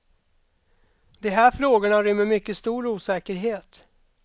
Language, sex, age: Swedish, male, 32